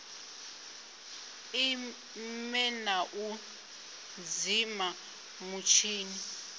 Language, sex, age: Venda, female, 25